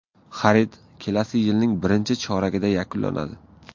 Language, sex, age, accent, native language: Uzbek, male, 18-24, Samarqand, Uzbek